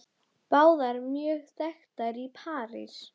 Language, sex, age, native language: Icelandic, female, 12, Icelandic